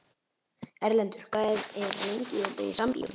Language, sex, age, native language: Icelandic, male, 11, Icelandic